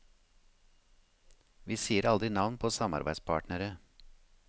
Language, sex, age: Norwegian, male, 53